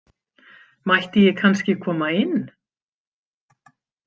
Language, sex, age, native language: Icelandic, female, 50-59, Icelandic